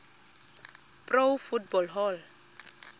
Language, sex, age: Xhosa, female, 32